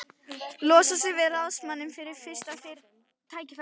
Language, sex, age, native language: Icelandic, female, 12, Icelandic